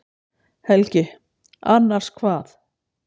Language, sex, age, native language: Icelandic, female, 60-69, Icelandic